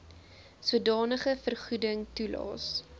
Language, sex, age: Afrikaans, female, 20